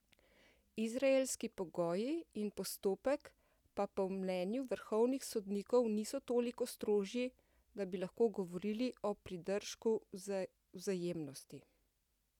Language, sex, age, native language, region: Slovenian, female, 50-59, Slovenian, Central Slovenia